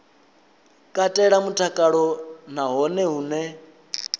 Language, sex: Venda, male